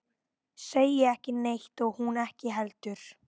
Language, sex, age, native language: Icelandic, female, 12, Icelandic